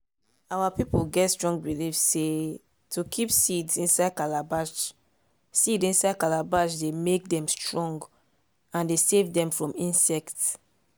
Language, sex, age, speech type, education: Nigerian Pidgin, female, 30-45, spontaneous, tertiary